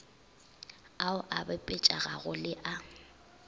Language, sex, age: Northern Sotho, female, 22